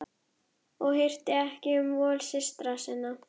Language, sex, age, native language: Icelandic, female, 11, Icelandic